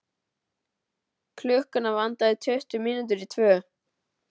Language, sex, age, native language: Icelandic, male, 12, Icelandic